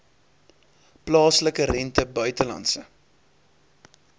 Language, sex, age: Afrikaans, male, 23